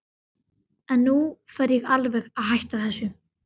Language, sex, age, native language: Icelandic, male, 12, Icelandic